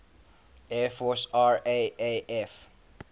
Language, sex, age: English, male, 19